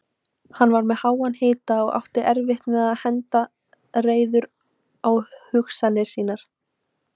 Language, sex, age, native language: Icelandic, female, 18-19, Icelandic